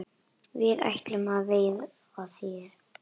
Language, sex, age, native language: Icelandic, female, 10, Icelandic